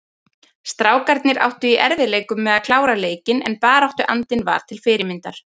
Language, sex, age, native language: Icelandic, female, 30-39, Icelandic